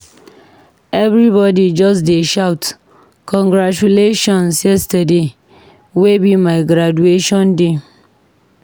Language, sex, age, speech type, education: Nigerian Pidgin, female, 15-29, read, tertiary